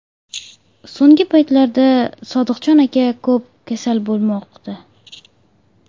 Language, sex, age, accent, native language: Uzbek, female, under 19, Surxondaryo, Uzbek